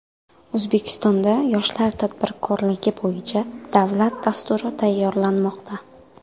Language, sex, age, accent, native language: Uzbek, female, 19-29, Qoraqalpog'iston, Karakalpak